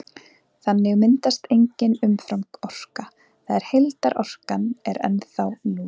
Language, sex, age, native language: Icelandic, female, 20-29, Icelandic